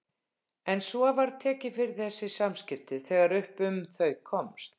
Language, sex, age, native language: Icelandic, female, 50-59, Icelandic